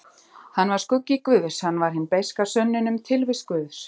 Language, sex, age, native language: Icelandic, female, 30-39, Icelandic